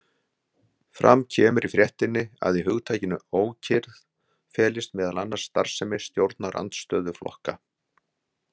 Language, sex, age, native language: Icelandic, male, 60-69, Icelandic